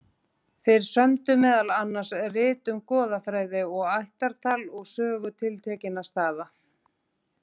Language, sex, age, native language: Icelandic, female, 40-49, Icelandic